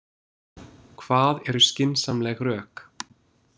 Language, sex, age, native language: Icelandic, male, 20-29, English